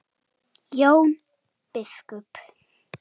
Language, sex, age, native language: Icelandic, female, 7, Icelandic